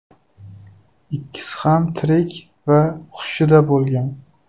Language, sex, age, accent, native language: Uzbek, male, 25-34, Xorazm, Uzbek